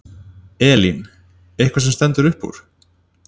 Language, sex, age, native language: Icelandic, male, 30-39, Icelandic